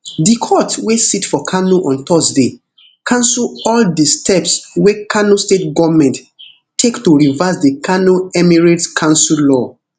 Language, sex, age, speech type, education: Nigerian Pidgin, male, 15-29, spontaneous, tertiary